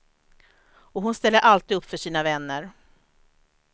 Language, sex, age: Swedish, female, 43